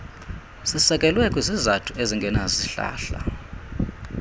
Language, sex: Xhosa, male